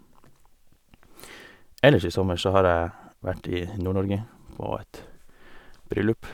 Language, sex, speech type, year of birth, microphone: Norwegian, male, spontaneous, 1988, Sennheiser